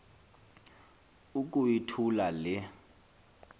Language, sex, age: Xhosa, male, 23